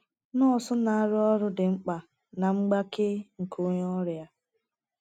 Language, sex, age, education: Igbo, female, 15-29, tertiary